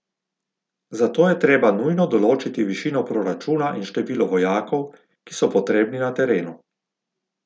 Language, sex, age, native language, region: Slovenian, male, 50-59, Slovenian, Gorica region